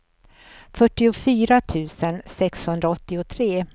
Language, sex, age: Swedish, female, 64